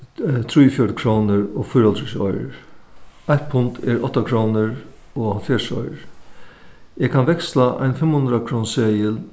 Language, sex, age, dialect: Faroese, male, 61+, Suðuroy